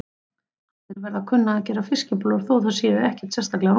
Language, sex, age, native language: Icelandic, female, 30-39, Icelandic